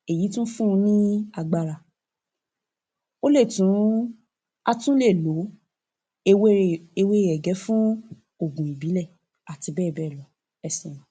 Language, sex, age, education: Yoruba, female, 15-29, tertiary